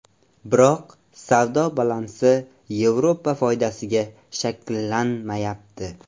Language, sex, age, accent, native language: Uzbek, male, 18-24, Andijon, Uzbek